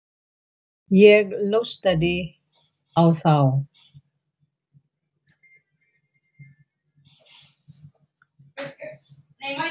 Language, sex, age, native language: Icelandic, female, 40-49, Icelandic